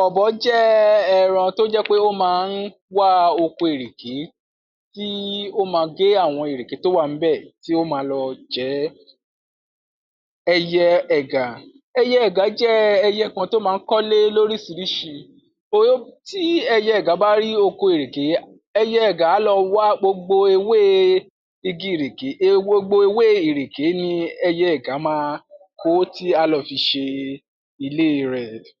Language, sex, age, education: Yoruba, male, 46-60, tertiary